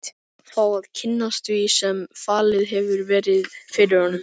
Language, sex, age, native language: Icelandic, male, 13, Icelandic